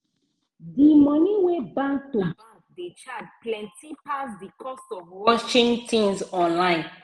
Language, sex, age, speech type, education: Nigerian Pidgin, female, 30-45, spontaneous, secondary